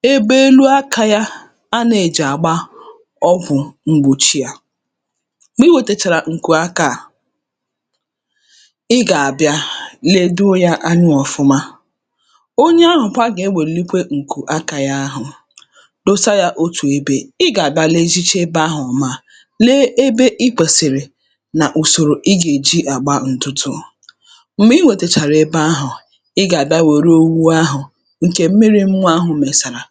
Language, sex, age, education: Igbo, female, 30-45, tertiary